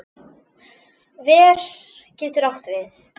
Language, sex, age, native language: Icelandic, female, 10, Icelandic